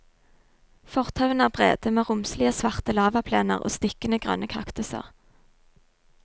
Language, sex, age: Norwegian, female, 22